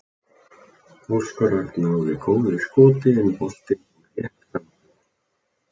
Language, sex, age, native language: Icelandic, male, 30-39, Icelandic